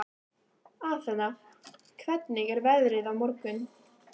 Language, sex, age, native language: Icelandic, female, 18-19, Icelandic